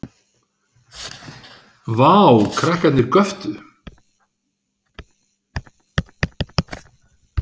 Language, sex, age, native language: Icelandic, male, 60-69, Icelandic